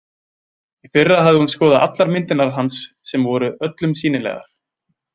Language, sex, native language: Icelandic, male, Icelandic